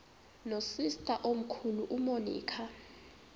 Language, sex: Xhosa, female